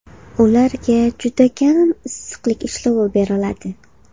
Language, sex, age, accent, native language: Uzbek, female, 18-24, Farg'ona, Uzbek